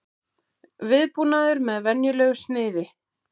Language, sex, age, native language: Icelandic, female, 40-49, Icelandic